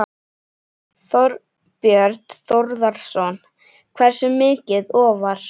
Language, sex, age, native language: Icelandic, female, 11, Icelandic